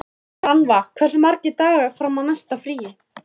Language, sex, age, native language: Icelandic, female, 13, Icelandic